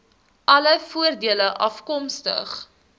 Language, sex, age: Afrikaans, female, 19